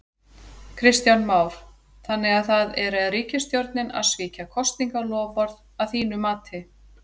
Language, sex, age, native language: Icelandic, female, 40-49, Icelandic